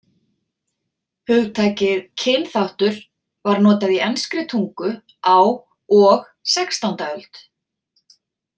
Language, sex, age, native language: Icelandic, female, 40-49, Icelandic